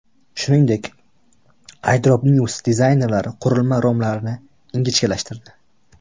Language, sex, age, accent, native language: Uzbek, male, 18-24, Buxoro, Uzbek